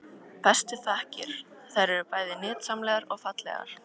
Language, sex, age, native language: Icelandic, female, 13, Icelandic